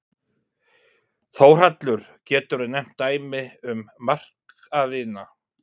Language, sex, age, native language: Icelandic, male, 40-49, Icelandic